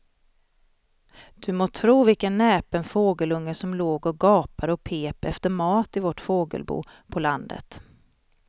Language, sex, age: Swedish, female, 40